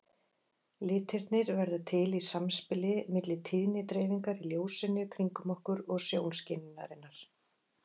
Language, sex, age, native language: Icelandic, female, 40-49, Icelandic